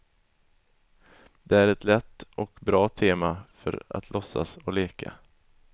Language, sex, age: Swedish, male, 20